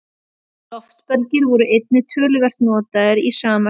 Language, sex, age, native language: Icelandic, female, 30-39, Icelandic